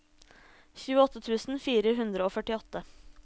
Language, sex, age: Norwegian, female, 26